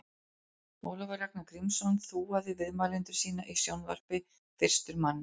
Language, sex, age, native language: Icelandic, female, 40-49, Icelandic